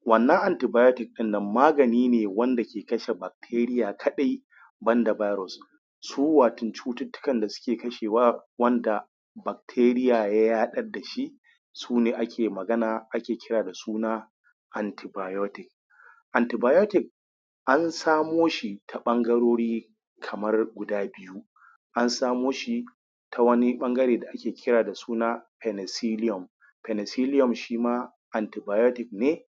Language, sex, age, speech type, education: Hausa, male, 30-45, spontaneous, tertiary